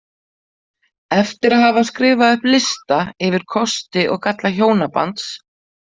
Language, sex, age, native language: Icelandic, female, 40-49, Icelandic